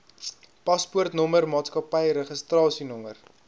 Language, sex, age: Afrikaans, male, 21